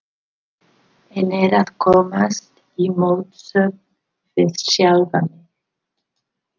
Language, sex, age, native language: Icelandic, female, 50-59, English